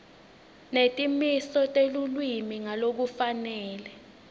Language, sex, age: Swati, female, 19